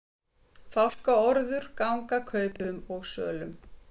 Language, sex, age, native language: Icelandic, female, 50-59, Icelandic